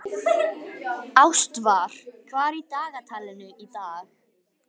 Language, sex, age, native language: Icelandic, female, 18-19, Icelandic